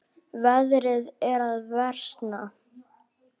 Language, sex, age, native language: Icelandic, male, 9, Icelandic